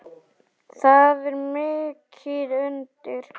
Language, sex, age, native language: Icelandic, male, 8, Icelandic